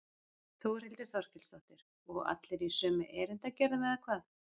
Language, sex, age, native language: Icelandic, female, 40-49, Icelandic